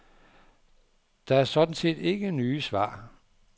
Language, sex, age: Danish, male, 59